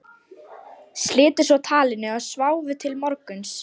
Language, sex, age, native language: Icelandic, female, 18-19, Lithuanian